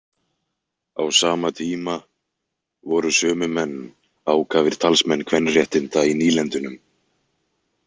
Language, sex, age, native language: Icelandic, male, 20-29, Icelandic